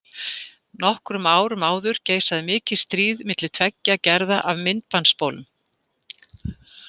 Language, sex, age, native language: Icelandic, female, 60-69, Icelandic